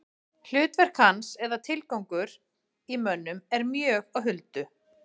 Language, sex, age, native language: Icelandic, female, 40-49, Icelandic